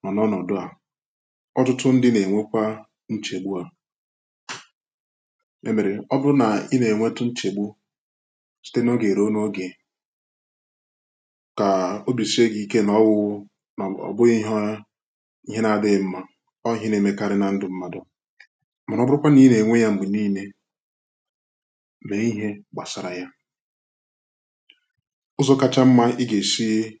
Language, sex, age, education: Igbo, male, 15-29, tertiary